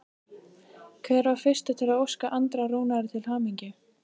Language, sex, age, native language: Icelandic, female, 15, Icelandic